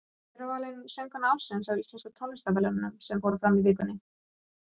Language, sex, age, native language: Icelandic, female, 30-39, Icelandic